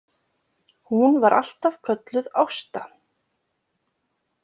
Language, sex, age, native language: Icelandic, female, 20-29, Icelandic